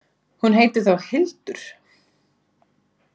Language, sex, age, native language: Icelandic, female, 40-49, Icelandic